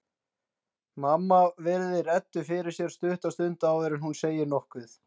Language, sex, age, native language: Icelandic, male, 20-29, Icelandic